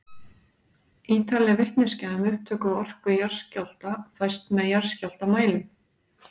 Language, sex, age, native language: Icelandic, female, 40-49, Icelandic